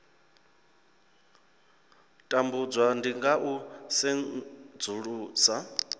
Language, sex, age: Venda, male, 26